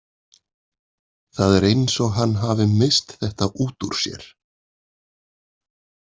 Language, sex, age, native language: Icelandic, male, 40-49, Icelandic